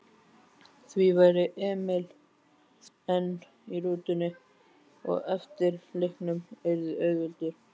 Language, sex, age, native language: Icelandic, male, 12, Icelandic